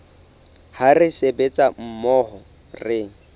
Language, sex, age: Southern Sotho, male, 24